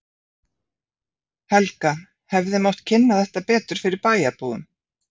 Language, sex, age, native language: Icelandic, female, 50-59, Icelandic